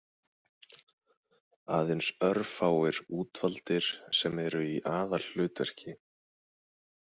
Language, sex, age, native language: Icelandic, male, 20-29, Icelandic